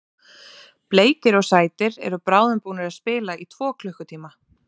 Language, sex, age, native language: Icelandic, female, 30-39, Icelandic